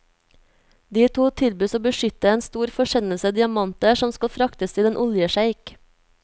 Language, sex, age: Norwegian, female, 24